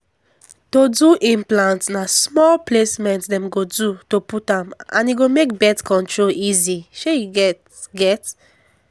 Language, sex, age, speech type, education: Nigerian Pidgin, female, 15-29, spontaneous, secondary